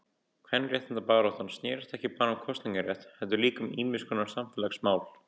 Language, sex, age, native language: Icelandic, male, 18-19, Icelandic